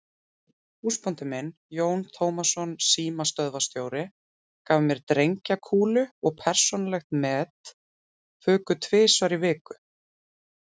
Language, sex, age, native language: Icelandic, female, 30-39, Icelandic